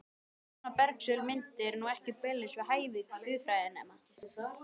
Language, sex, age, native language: Icelandic, male, 12, Icelandic